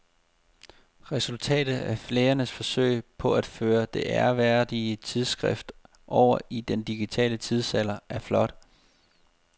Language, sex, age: Danish, male, 30